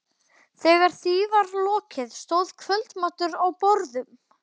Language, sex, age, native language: Icelandic, male, 12, Icelandic